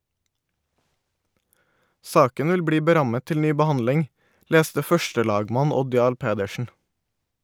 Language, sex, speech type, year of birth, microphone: Norwegian, male, read, 1989, Shure